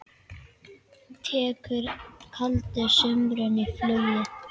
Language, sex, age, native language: Icelandic, male, 10, Icelandic